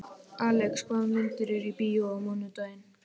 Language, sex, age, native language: Icelandic, male, 12, Icelandic